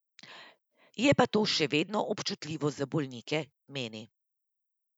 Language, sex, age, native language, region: Slovenian, female, 30-49, Slovenian, Central Slovenia